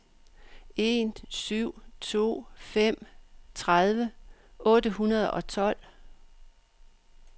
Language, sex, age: Danish, female, 62